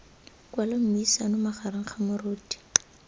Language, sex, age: Tswana, female, 18